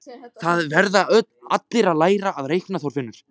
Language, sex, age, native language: Icelandic, male, 14, Icelandic